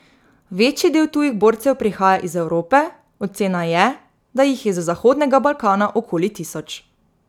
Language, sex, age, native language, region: Slovenian, female, 18-29, Slovenian, Drava region